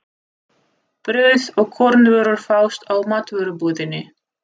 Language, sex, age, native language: Icelandic, female, 30-39, Russian